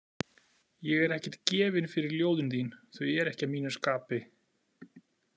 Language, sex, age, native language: Icelandic, male, 40-49, Icelandic